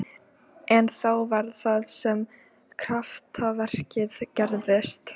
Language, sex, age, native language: Icelandic, female, 13, Icelandic